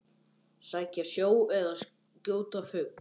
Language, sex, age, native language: Icelandic, male, 10, Icelandic